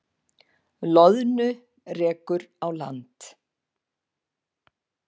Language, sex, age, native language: Icelandic, female, 50-59, Icelandic